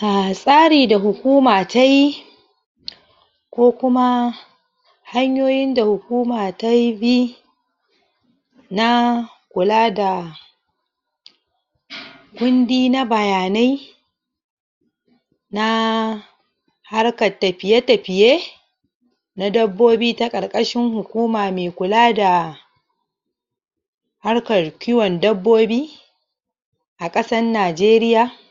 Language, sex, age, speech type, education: Hausa, male, 46-60, spontaneous, tertiary